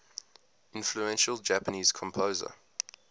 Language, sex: English, male